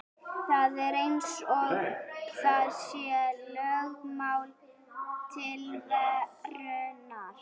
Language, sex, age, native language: Icelandic, female, 12, Icelandic